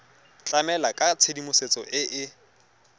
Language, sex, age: Tswana, male, 23